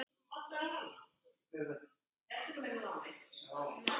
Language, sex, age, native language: Icelandic, male, 10, Icelandic